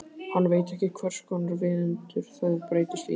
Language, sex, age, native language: Icelandic, male, 15, Icelandic